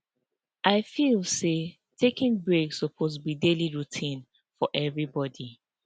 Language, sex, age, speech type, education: Nigerian Pidgin, female, 15-29, spontaneous, tertiary